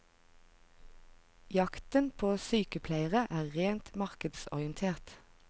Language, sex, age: Norwegian, female, 45